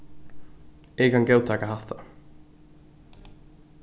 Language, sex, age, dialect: Faroese, male, 15-35, Norðuroyggjar